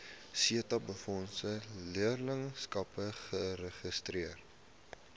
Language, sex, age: Afrikaans, male, 18